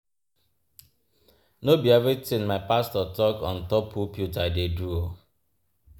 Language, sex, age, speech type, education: Nigerian Pidgin, male, 30-45, spontaneous, tertiary